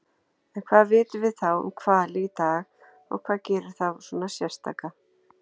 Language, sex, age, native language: Icelandic, female, 40-49, Icelandic